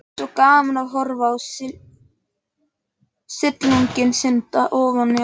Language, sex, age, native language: Icelandic, male, 18-19, Icelandic